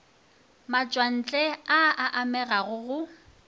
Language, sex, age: Northern Sotho, female, 24